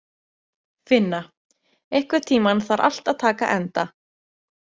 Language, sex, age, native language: Icelandic, female, 20-29, Icelandic